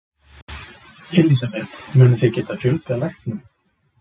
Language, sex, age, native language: Icelandic, male, 20-29, Icelandic